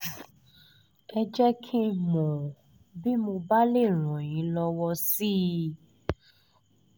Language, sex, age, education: Yoruba, female, 30-45, tertiary